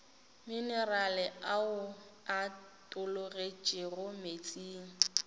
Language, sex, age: Northern Sotho, female, 19